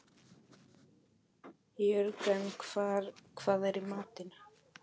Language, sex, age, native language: Icelandic, male, 11, Polish